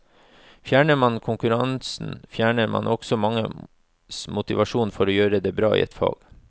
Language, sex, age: Norwegian, male, 36